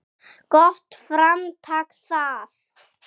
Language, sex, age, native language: Icelandic, male, 6, Icelandic